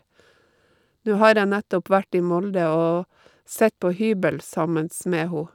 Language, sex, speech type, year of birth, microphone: Norwegian, female, spontaneous, 1952, Shure